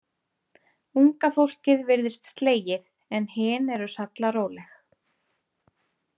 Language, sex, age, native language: Icelandic, female, 30-39, Icelandic